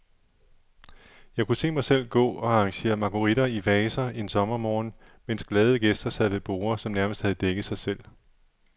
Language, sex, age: Danish, male, 37